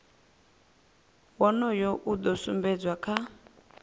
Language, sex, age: Venda, female, 24